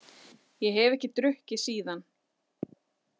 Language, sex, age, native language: Icelandic, female, 40-49, Icelandic